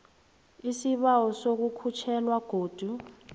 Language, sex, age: South Ndebele, female, 23